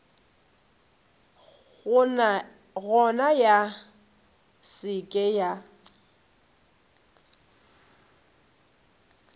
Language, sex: Northern Sotho, female